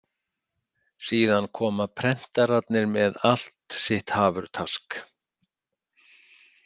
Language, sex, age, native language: Icelandic, male, 60-69, Icelandic